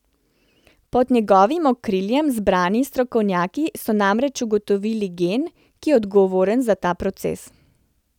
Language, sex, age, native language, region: Slovenian, female, 30-49, Slovenian, Central Slovenia